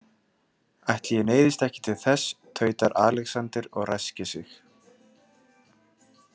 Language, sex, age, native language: Icelandic, male, 30-39, Icelandic